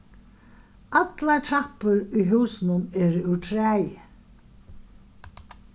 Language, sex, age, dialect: Faroese, female, 61+, Vágar